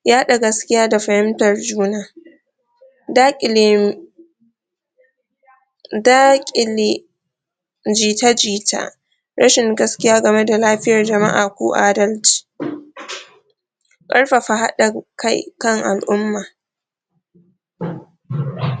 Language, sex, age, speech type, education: Hausa, female, 46-60, spontaneous, tertiary